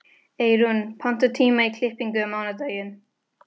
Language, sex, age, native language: Icelandic, female, 13, Spanish